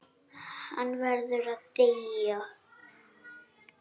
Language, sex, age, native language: Icelandic, male, 7, Icelandic